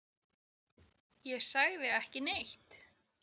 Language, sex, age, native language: Icelandic, female, 9, Icelandic